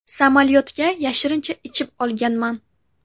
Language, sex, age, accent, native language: Uzbek, female, 12-17, Navoiy, Uzbek